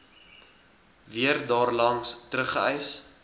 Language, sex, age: Afrikaans, male, 19